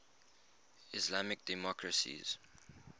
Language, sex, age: English, male, 21